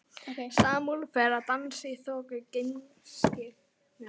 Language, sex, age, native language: Icelandic, female, 11, Icelandic